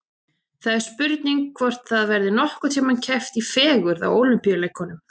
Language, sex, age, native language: Icelandic, female, 30-39, Icelandic